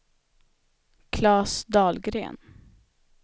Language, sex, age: Swedish, female, 25